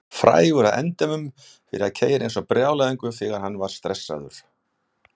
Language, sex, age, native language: Icelandic, male, 60-69, Icelandic